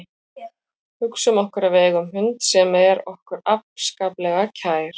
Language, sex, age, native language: Icelandic, female, 40-49, Icelandic